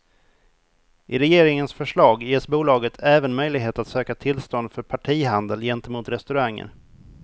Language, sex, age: Swedish, male, 28